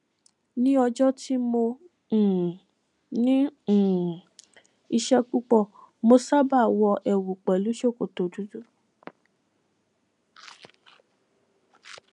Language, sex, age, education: Yoruba, female, 15-29, tertiary